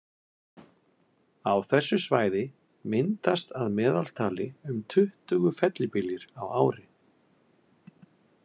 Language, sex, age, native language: Icelandic, male, 50-59, Icelandic